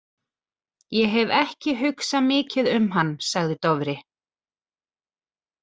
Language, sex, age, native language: Icelandic, female, 40-49, Icelandic